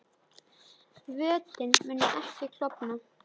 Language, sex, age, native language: Icelandic, female, 10, Icelandic